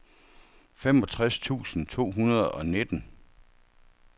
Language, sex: Danish, male